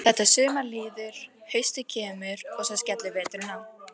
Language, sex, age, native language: Icelandic, female, 14, Icelandic